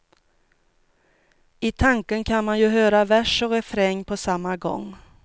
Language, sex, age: Swedish, female, 42